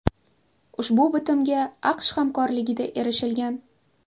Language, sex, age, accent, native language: Uzbek, female, 18-24, Qashqadaryo, Uzbek